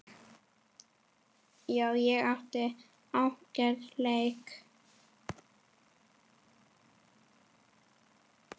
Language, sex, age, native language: Icelandic, female, 10, Icelandic